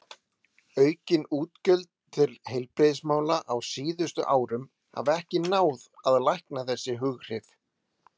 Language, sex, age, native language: Icelandic, male, 30-39, Icelandic